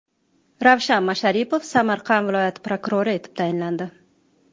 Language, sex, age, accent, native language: Uzbek, female, 25-34, Toshkent shahri, Uzbek